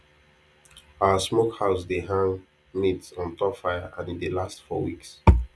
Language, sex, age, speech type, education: Nigerian Pidgin, male, 15-29, spontaneous, tertiary